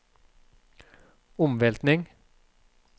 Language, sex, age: Norwegian, male, 36